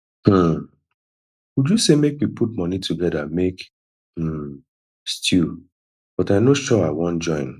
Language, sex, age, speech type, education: Nigerian Pidgin, male, 30-45, spontaneous, tertiary